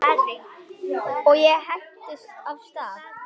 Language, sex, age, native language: Icelandic, male, 8, Icelandic